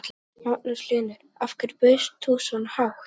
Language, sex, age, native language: Icelandic, male, 11, Icelandic